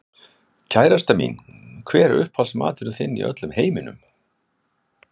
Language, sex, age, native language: Icelandic, male, 60-69, Icelandic